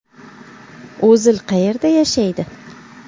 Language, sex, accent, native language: Uzbek, female, Samarqand, Uzbek